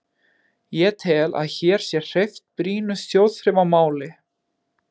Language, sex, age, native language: Icelandic, male, 20-29, Icelandic